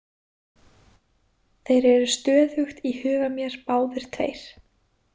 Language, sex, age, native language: Icelandic, female, 20-29, Icelandic